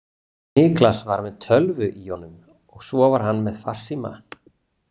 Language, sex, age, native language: Icelandic, male, 40-49, Icelandic